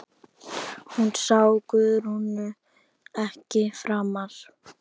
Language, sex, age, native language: Icelandic, female, 10, Icelandic